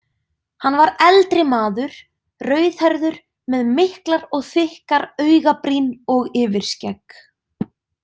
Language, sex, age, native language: Icelandic, female, 20-29, Icelandic